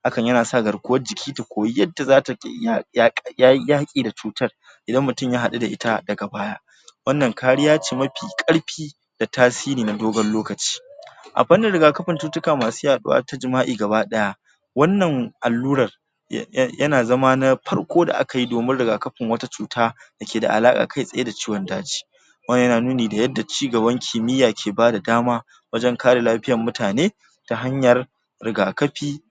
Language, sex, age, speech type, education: Hausa, male, 46-60, spontaneous, tertiary